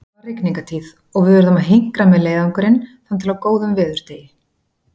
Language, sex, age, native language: Icelandic, female, 40-49, Icelandic